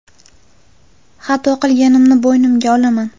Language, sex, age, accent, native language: Uzbek, female, 18-24, Qashqadaryo, Uzbek